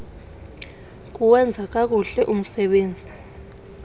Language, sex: Xhosa, male